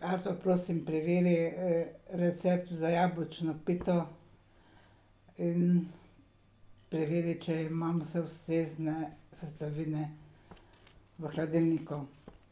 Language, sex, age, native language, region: Slovenian, female, 60+, Slovenian, Savinja region